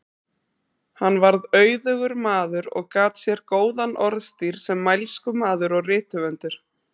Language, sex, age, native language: Icelandic, female, 30-39, Icelandic